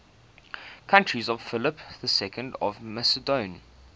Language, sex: English, male